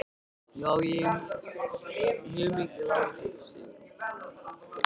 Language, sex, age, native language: Icelandic, male, 13, Icelandic